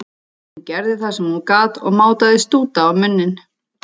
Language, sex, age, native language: Icelandic, female, 30-39, Icelandic